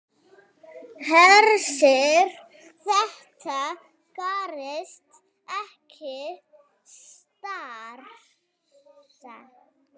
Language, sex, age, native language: Icelandic, female, 9, Icelandic